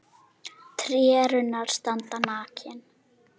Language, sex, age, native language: Icelandic, female, 10, Icelandic